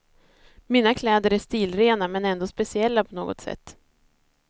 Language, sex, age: Swedish, female, 30